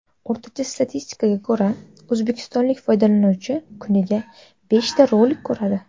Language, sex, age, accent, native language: Uzbek, female, 19-29, Qashqadaryo, Uzbek